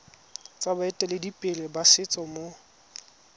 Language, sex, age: Tswana, male, 20